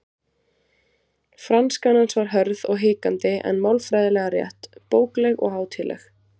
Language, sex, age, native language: Icelandic, female, 20-29, Icelandic